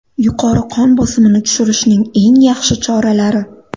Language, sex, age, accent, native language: Uzbek, female, 19-29, Andijon, Uzbek